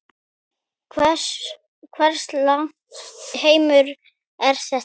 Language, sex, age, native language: Icelandic, female, 9, Icelandic